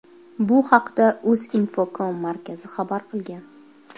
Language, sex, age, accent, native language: Uzbek, female, 25-34, Toshkent viloyati, Uzbek